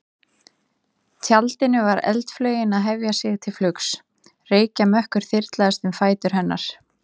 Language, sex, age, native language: Icelandic, female, 30-39, Icelandic